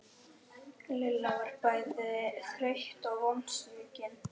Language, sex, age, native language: Icelandic, male, 11, Icelandic